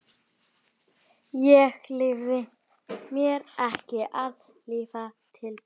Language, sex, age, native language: Icelandic, female, 11, Icelandic